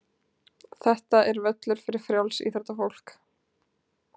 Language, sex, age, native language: Icelandic, female, 20-29, Icelandic